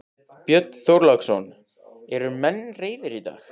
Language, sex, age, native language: Icelandic, male, 15, Icelandic